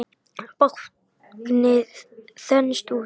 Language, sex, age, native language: Icelandic, male, 10, Icelandic